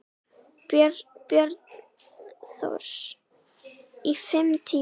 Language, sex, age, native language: Icelandic, female, 9, Icelandic